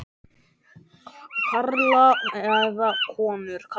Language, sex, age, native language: Icelandic, male, 10, Icelandic